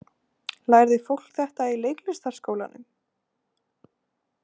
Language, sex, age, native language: Icelandic, female, 18-19, Icelandic